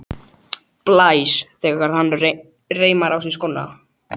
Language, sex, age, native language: Icelandic, male, 12, Icelandic